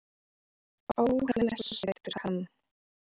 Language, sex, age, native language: Icelandic, female, 30-39, Icelandic